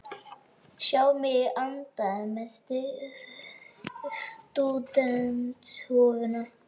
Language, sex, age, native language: Icelandic, male, 12, Icelandic